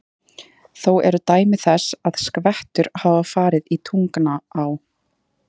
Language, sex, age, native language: Icelandic, female, 30-39, Icelandic